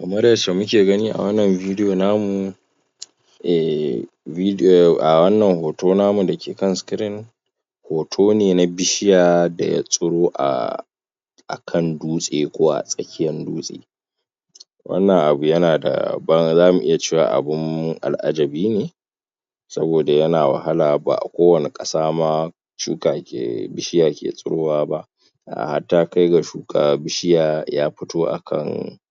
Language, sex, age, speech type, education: Hausa, male, 15-29, spontaneous, tertiary